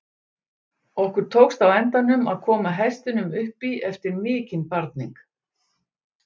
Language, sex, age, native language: Icelandic, female, 60-69, Icelandic